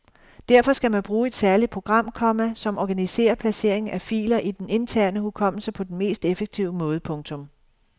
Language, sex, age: Danish, female, 51